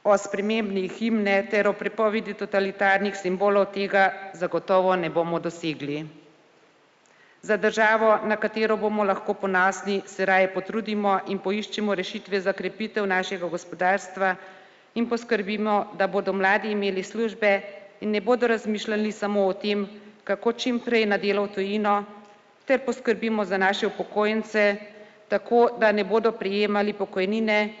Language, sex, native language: Slovenian, female, Slovenian